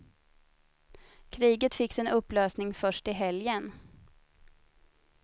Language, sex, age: Swedish, female, 30